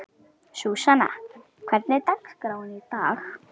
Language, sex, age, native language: Icelandic, female, 11, Icelandic